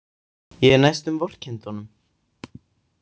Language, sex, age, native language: Icelandic, male, 18-19, Icelandic